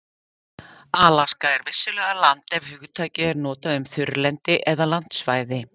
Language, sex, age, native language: Icelandic, female, 50-59, Icelandic